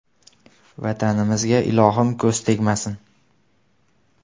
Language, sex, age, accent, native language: Uzbek, male, 18-24, Namangan, Uzbek